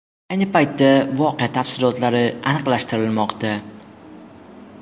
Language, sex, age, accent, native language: Uzbek, male, 12-17, Jizzax, Uzbek